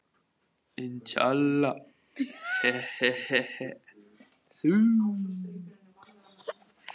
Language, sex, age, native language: Icelandic, female, 15, Icelandic